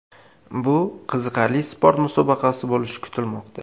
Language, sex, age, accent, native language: Uzbek, male, 18-24, Qashqadaryo, Uzbek